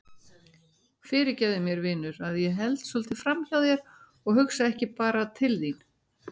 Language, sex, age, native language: Icelandic, female, 60-69, Icelandic